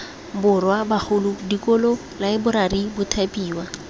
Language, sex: Tswana, female